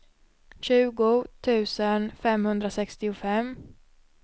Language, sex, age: Swedish, female, 26